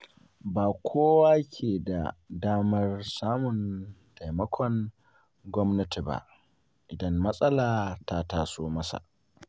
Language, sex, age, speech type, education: Hausa, male, 15-29, spontaneous, secondary